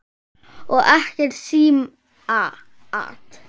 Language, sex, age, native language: Icelandic, female, 8, Icelandic